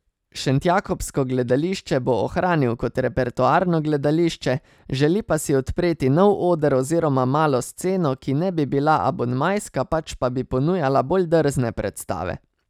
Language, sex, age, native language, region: Slovenian, male, 30-49, Slovenian, Savinja region